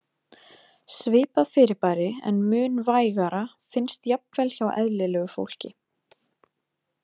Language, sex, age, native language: Icelandic, female, 20-29, Icelandic